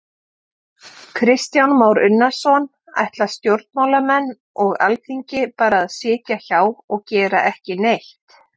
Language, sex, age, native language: Icelandic, female, 50-59, Icelandic